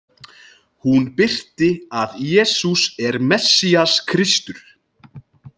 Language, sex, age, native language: Icelandic, male, 20-29, Icelandic